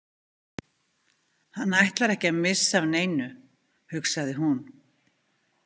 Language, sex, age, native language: Icelandic, female, 50-59, Icelandic